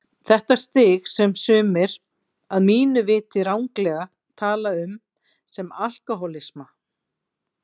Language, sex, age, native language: Icelandic, female, 40-49, Icelandic